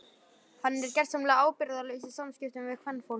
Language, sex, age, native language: Icelandic, male, 11, Icelandic